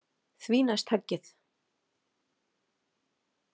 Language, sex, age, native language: Icelandic, female, 40-49, Icelandic